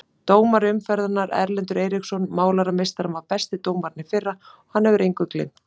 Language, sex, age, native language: Icelandic, female, 30-39, Icelandic